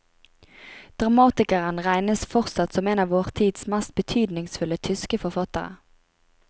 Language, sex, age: Norwegian, female, 25